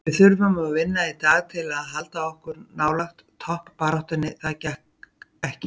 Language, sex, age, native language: Icelandic, female, 40-49, Icelandic